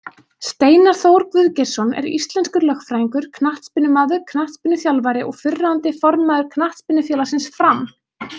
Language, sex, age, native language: Icelandic, female, 20-29, Icelandic